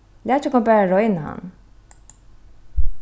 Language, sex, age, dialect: Faroese, female, 36-60, Norðuroyggjar